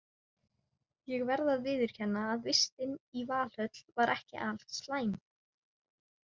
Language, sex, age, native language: Icelandic, female, 18-19, Icelandic